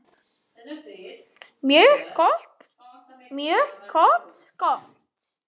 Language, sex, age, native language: Icelandic, female, 10, Icelandic